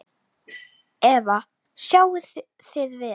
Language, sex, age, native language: Icelandic, female, 10, Icelandic